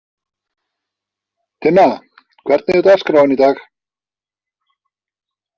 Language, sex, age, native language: Icelandic, male, 50-59, Icelandic